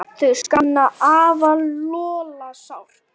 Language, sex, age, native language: Icelandic, male, 8, Icelandic